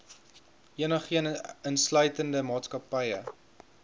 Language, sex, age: Afrikaans, male, 21